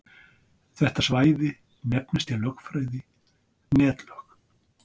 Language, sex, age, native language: Icelandic, male, 60-69, Icelandic